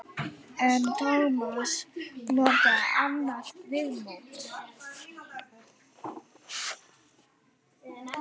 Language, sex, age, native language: Icelandic, female, 9, Icelandic